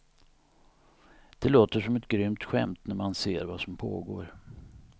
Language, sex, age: Swedish, male, 59